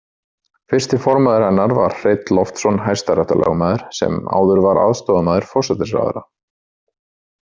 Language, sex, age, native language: Icelandic, male, 30-39, Icelandic